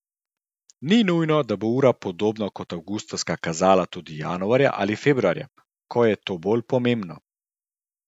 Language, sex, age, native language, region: Slovenian, male, 30-49, Slovenian, Central Slovenia